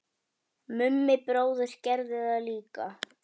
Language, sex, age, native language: Icelandic, female, 10, Icelandic